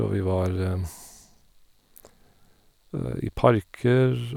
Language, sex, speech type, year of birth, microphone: Norwegian, male, spontaneous, 1972, Sennheiser